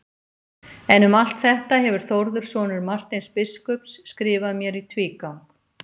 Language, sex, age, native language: Icelandic, female, 50-59, Icelandic